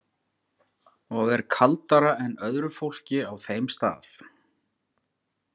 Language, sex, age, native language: Icelandic, male, 40-49, Icelandic